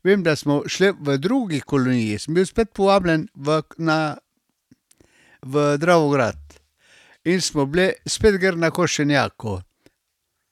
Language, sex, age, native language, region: Slovenian, male, 60+, Slovenian, Carinthia region